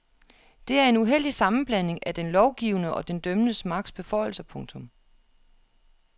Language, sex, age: Danish, female, 36